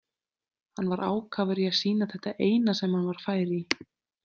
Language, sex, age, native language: Icelandic, female, 30-39, Icelandic